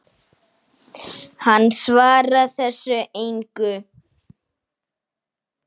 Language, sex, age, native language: Icelandic, male, 9, Icelandic